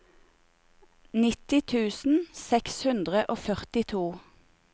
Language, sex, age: Norwegian, female, 28